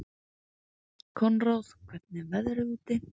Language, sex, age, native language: Icelandic, female, 20-29, Icelandic